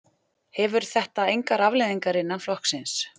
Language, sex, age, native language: Icelandic, female, 40-49, Icelandic